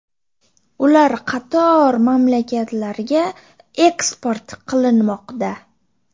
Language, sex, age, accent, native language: Uzbek, female, 25-34, Toshkent shahri, Uzbek